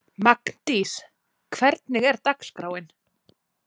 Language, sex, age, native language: Icelandic, female, 20-29, Icelandic